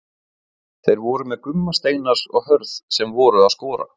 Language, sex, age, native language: Icelandic, male, 20-29, Icelandic